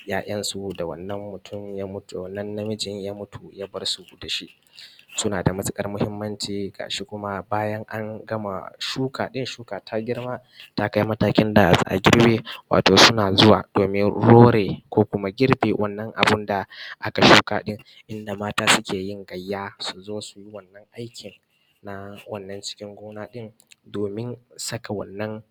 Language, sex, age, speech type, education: Hausa, male, 15-29, spontaneous, tertiary